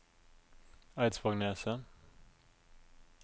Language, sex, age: Norwegian, male, 27